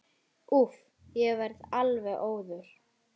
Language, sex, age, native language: Icelandic, female, 10, Icelandic